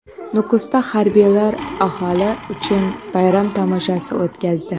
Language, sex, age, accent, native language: Uzbek, female, 18-24, Qoraqalpog'iston, Karakalpak